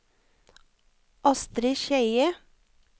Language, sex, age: Norwegian, female, 34